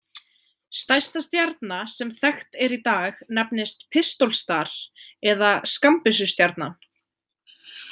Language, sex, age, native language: Icelandic, female, 20-29, Icelandic